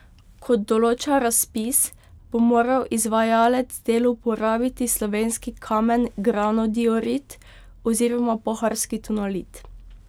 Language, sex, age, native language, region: Slovenian, female, 12-17, Slovenian, Pomurje region